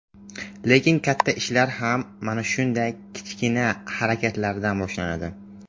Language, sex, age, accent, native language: Uzbek, male, 18-24, Samarqand, Uzbek